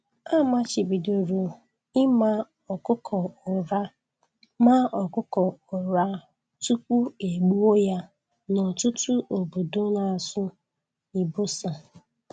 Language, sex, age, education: Igbo, female, 15-29, tertiary